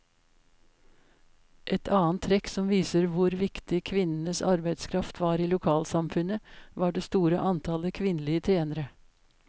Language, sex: Norwegian, female